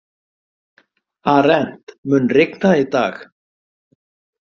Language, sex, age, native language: Icelandic, male, 50-59, Icelandic